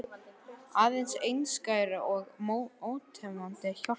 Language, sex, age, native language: Icelandic, male, 11, Icelandic